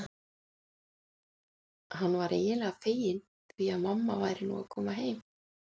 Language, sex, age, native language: Icelandic, female, 40-49, Icelandic